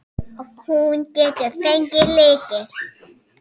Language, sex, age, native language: Icelandic, female, 6, Icelandic